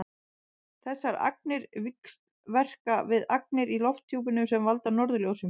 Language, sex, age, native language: Icelandic, female, 30-39, Icelandic